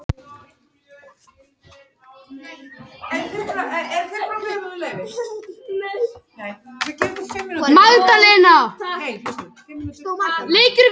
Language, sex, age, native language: Icelandic, male, 18-19, Icelandic